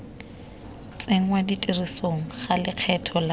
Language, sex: Tswana, female